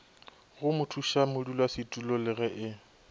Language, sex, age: Northern Sotho, male, 24